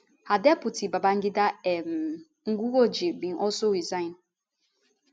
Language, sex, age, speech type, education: Nigerian Pidgin, female, 15-29, spontaneous, tertiary